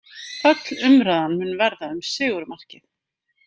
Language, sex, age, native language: Icelandic, female, 50-59, Icelandic